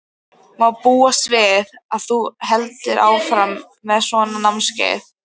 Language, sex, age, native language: Icelandic, female, 13, Icelandic